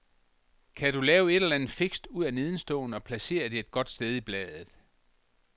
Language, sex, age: Danish, male, 62